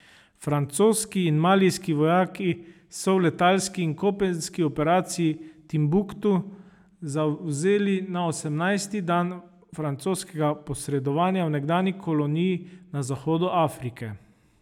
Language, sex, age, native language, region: Slovenian, male, 30-49, Slovenian, Savinja region